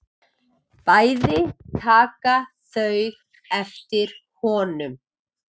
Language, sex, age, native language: Icelandic, male, 7, Icelandic